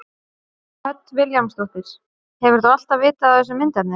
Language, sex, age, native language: Icelandic, female, 30-39, Icelandic